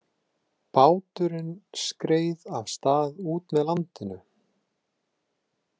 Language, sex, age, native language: Icelandic, male, 30-39, Icelandic